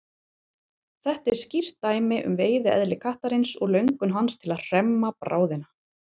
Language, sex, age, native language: Icelandic, female, 40-49, Icelandic